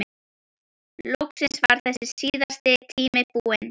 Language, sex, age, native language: Icelandic, female, 12, Icelandic